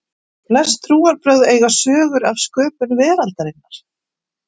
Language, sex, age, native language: Icelandic, female, 40-49, Icelandic